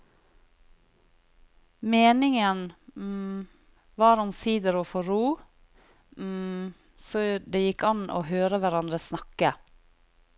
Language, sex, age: Norwegian, female, 40